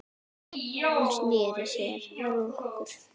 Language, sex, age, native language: Icelandic, female, 10, Icelandic